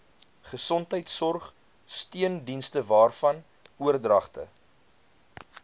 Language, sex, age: Afrikaans, male, 22